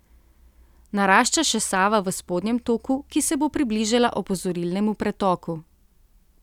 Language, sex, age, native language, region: Slovenian, female, 30-49, Slovenian, Central Slovenia